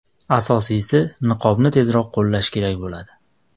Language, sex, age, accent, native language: Uzbek, male, 25-34, Andijon, Uzbek